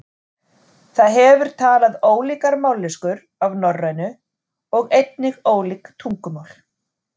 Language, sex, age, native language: Icelandic, female, 40-49, Icelandic